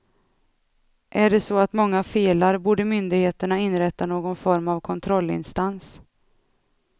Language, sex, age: Swedish, female, 32